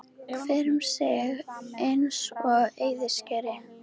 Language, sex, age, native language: Icelandic, female, 13, Icelandic